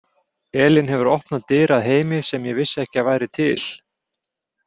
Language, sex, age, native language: Icelandic, male, 40-49, Icelandic